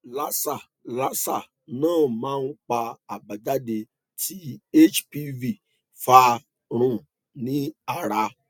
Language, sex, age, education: Yoruba, male, 30-45, tertiary